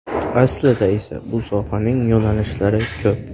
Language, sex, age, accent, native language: Uzbek, male, 18-24, Xorazm, Uzbek